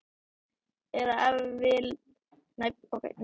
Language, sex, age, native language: Icelandic, male, 12, Icelandic